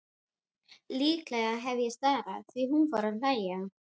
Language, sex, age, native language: Icelandic, female, 12, Icelandic